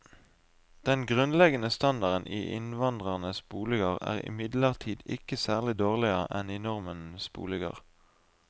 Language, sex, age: Norwegian, male, 20